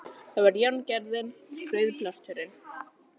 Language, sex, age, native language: Icelandic, female, 30-39, Icelandic